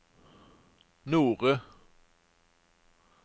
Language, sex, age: Norwegian, male, 49